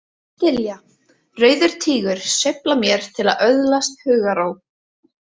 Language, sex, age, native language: Icelandic, female, 18-19, Icelandic